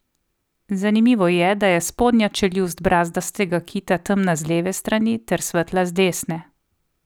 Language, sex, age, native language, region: Slovenian, female, 30-49, Slovenian, Coastal Karst region